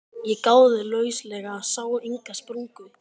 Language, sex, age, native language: Icelandic, male, 12, Icelandic